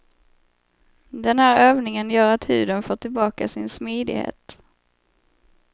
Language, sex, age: Swedish, female, 25